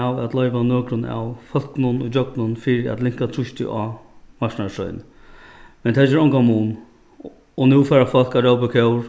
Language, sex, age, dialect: Faroese, male, 36-60, Norðuroyggjar